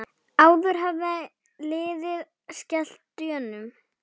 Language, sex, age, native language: Icelandic, female, 9, Icelandic